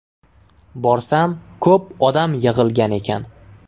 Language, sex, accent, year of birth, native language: Uzbek, male, Toshkent shahri, 1999, Uzbek